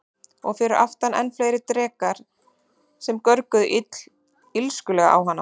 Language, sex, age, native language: Icelandic, female, 30-39, Icelandic